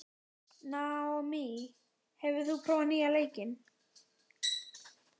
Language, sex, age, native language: Icelandic, male, 14, Icelandic